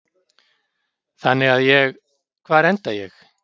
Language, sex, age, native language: Icelandic, male, 50-59, Icelandic